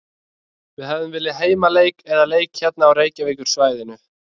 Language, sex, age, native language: Icelandic, male, 20-29, Icelandic